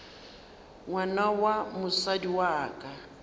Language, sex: Northern Sotho, female